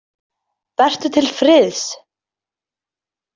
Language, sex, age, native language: Icelandic, female, 20-29, Icelandic